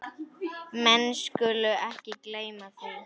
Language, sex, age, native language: Icelandic, female, 10, Icelandic